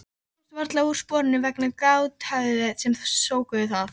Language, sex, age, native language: Icelandic, female, 13, Icelandic